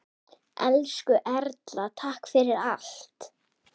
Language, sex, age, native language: Icelandic, female, 10, Icelandic